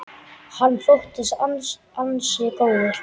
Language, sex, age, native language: Icelandic, male, 10, Icelandic